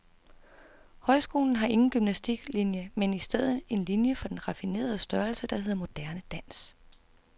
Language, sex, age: Danish, female, 32